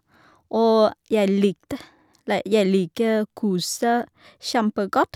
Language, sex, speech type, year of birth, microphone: Norwegian, female, spontaneous, 1983, Shure